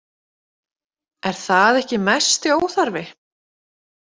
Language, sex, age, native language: Icelandic, female, 30-39, Icelandic